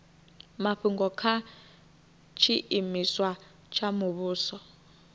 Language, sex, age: Venda, female, 21